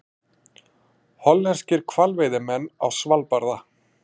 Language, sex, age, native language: Icelandic, male, 40-49, Icelandic